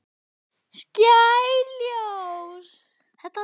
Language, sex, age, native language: Icelandic, male, 10, Icelandic